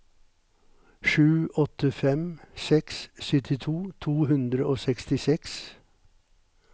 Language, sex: Norwegian, male